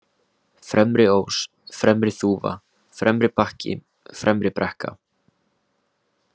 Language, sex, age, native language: Icelandic, male, 18-19, Icelandic